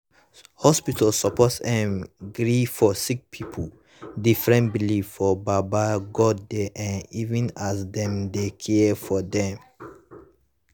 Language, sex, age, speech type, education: Nigerian Pidgin, male, 15-29, spontaneous, tertiary